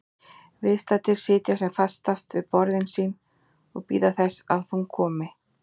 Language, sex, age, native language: Icelandic, female, 40-49, Icelandic